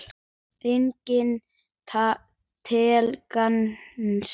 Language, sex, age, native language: Icelandic, male, 10, Icelandic